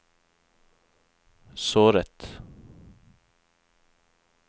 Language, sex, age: Norwegian, male, 31